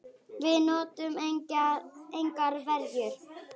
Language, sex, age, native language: Icelandic, female, 8, Icelandic